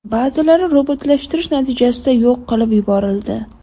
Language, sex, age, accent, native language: Uzbek, female, 18-24, Andijon, Uzbek